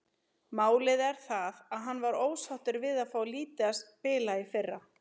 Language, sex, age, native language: Icelandic, female, 30-39, Icelandic